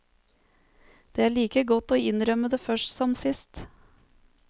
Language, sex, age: Norwegian, female, 30